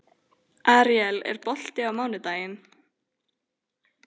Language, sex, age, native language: Icelandic, female, 13, Icelandic